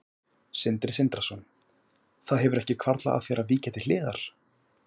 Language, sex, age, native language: Icelandic, male, 18-19, Icelandic